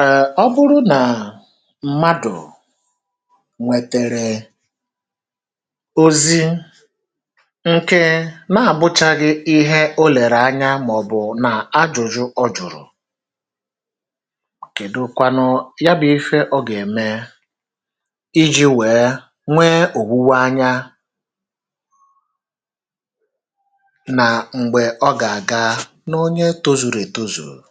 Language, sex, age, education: Igbo, male, 30-45, tertiary